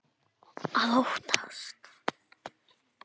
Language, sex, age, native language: Icelandic, male, 10, Icelandic